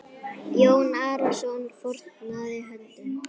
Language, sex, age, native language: Icelandic, male, 10, Icelandic